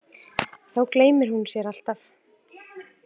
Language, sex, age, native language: Icelandic, female, 30-39, Icelandic